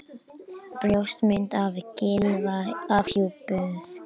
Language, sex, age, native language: Icelandic, male, 18-19, Icelandic